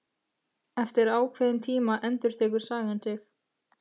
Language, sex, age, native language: Icelandic, female, 14, Icelandic